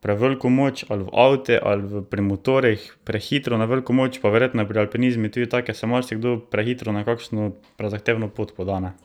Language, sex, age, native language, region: Slovenian, male, 18-29, Slovenian, Drava region